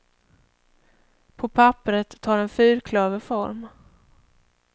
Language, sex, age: Swedish, female, 31